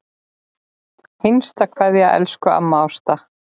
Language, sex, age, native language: Icelandic, male, 10, Icelandic